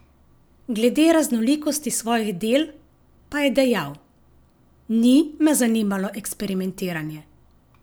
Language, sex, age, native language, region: Slovenian, female, 50-59, Slovenian, Savinja region